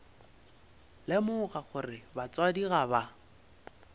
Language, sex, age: Northern Sotho, male, 22